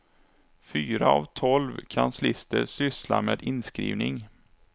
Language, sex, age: Swedish, male, 27